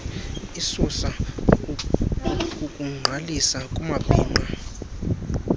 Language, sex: Xhosa, male